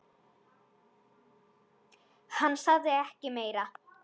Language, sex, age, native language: Icelandic, female, 10, Icelandic